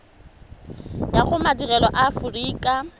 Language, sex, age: Tswana, female, 25